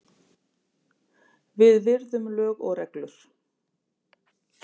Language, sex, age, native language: Icelandic, female, 50-59, Icelandic